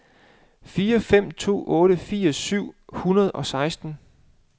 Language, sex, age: Danish, male, 35